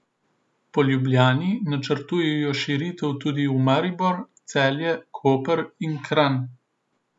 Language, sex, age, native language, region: Slovenian, male, 18-29, Slovenian, Southeast Slovenia